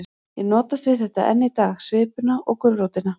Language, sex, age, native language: Icelandic, female, 40-49, Icelandic